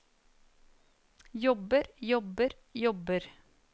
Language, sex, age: Norwegian, female, 39